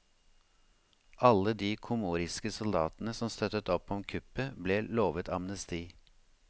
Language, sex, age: Norwegian, male, 53